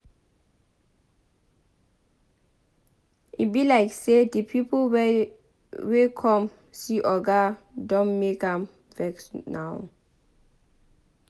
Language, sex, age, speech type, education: Nigerian Pidgin, female, 15-29, read, tertiary